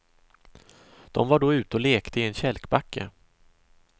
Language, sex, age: Swedish, male, 26